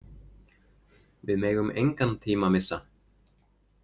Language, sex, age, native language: Icelandic, male, 20-29, Icelandic